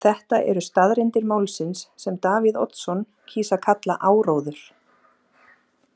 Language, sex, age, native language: Icelandic, female, 30-39, Icelandic